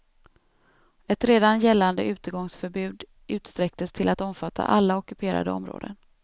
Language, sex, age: Swedish, female, 32